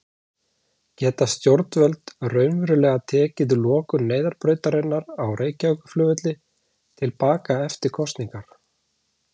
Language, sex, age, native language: Icelandic, male, 40-49, Icelandic